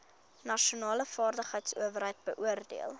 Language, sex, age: Afrikaans, female, 21